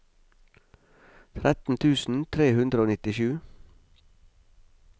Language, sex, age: Norwegian, male, 45